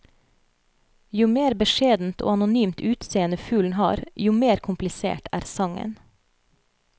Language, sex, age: Norwegian, female, 30